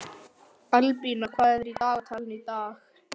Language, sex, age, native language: Icelandic, male, 11, Icelandic